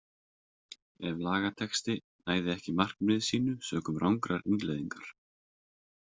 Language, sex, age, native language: Icelandic, male, 30-39, Icelandic